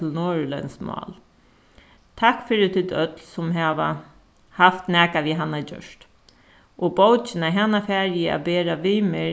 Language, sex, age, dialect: Faroese, female, 36-60, Suðuroy